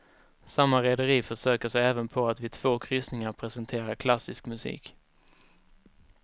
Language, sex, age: Swedish, male, 19